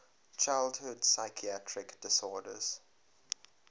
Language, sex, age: English, male, 23